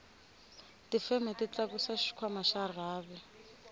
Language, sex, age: Tsonga, female, 25